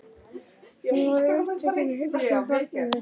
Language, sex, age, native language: Icelandic, male, 11, Icelandic